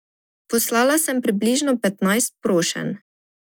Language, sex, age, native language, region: Slovenian, female, 18-29, Slovenian, Drava region